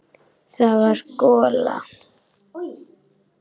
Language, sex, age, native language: Icelandic, female, 10, Icelandic